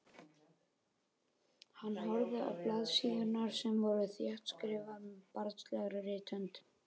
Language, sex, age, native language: Icelandic, male, 12, Icelandic